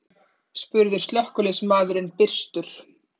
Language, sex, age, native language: Icelandic, female, 30-39, Icelandic